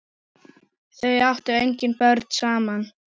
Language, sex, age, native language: Icelandic, female, 9, Icelandic